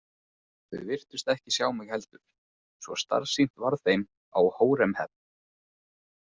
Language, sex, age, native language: Icelandic, male, 20-29, Icelandic